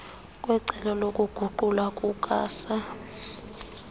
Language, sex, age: Xhosa, female, 21